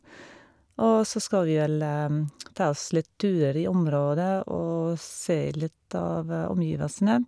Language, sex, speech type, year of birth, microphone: Norwegian, female, spontaneous, 1971, Shure